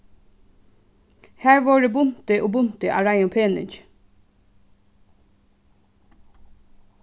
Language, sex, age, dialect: Faroese, female, 15-35, Suðuroy